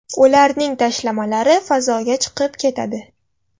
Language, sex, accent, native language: Uzbek, female, Surxondaryo, Russian